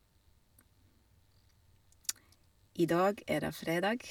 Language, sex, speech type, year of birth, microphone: Norwegian, female, spontaneous, 1970, Shure